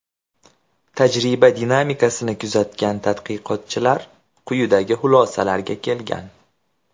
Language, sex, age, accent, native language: Uzbek, male, 25-34, Andijon, Uzbek